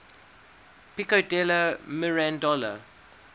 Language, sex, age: English, male, 19